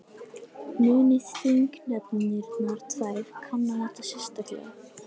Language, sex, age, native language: Icelandic, female, 18-19, Icelandic